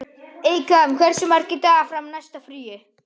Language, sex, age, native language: Icelandic, other, 12, Icelandic